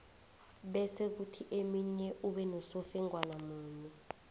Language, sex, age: South Ndebele, female, 20